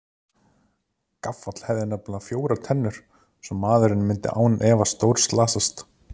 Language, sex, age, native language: Icelandic, male, 30-39, Icelandic